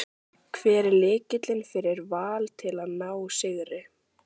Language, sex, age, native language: Icelandic, female, 14, Icelandic